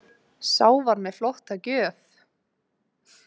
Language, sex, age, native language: Icelandic, female, 18-19, Icelandic